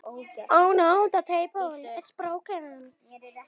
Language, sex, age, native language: Icelandic, male, 9, Icelandic